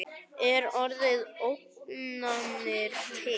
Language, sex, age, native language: Icelandic, male, 9, Icelandic